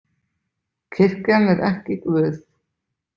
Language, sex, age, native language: Icelandic, male, 20-29, Icelandic